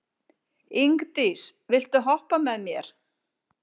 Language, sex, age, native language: Icelandic, female, 50-59, Icelandic